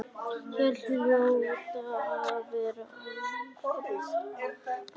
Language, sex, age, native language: Icelandic, female, 9, Icelandic